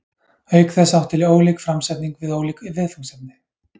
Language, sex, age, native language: Icelandic, male, 30-39, Icelandic